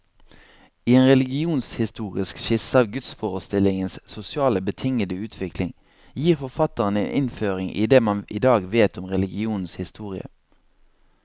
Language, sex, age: Norwegian, male, 26